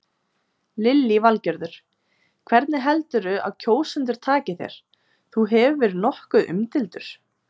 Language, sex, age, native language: Icelandic, female, 20-29, Icelandic